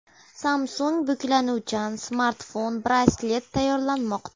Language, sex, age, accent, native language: Uzbek, female, 12-17, Andijon, Uzbek